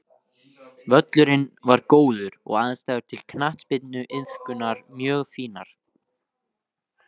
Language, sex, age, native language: Icelandic, male, 18-19, Icelandic